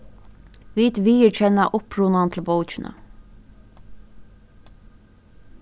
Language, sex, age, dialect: Faroese, female, 15-35, Suðurstreymoy